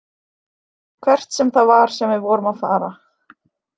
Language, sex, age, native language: Icelandic, female, 20-29, Icelandic